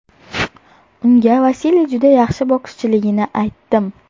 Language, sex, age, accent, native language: Uzbek, female, 18-24, Toshkent shahri, Uzbek